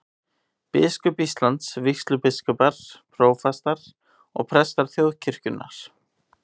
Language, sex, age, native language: Icelandic, male, 18-19, Icelandic